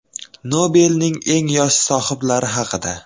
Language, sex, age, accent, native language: Uzbek, male, 12-17, Toshkent viloyati, Uzbek